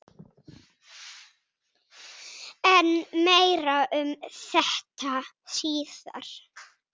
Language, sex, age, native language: Icelandic, male, 6, Icelandic